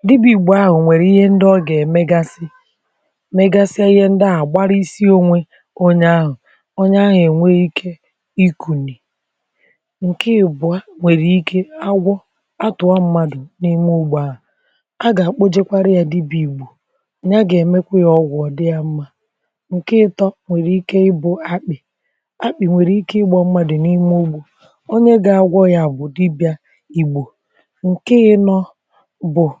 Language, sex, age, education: Igbo, male, 60+, tertiary